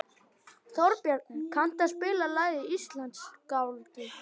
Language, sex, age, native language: Icelandic, male, 11, Icelandic